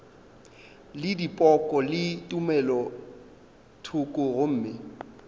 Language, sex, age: Northern Sotho, male, 22